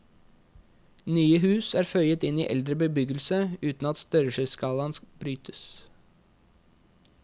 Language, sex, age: Norwegian, male, 21